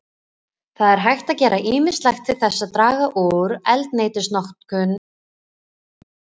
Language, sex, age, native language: Icelandic, female, 20-29, Icelandic